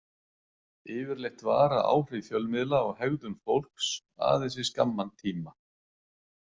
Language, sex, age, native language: Icelandic, male, 40-49, Icelandic